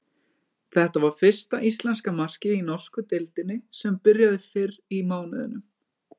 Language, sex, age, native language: Icelandic, male, 20-29, Icelandic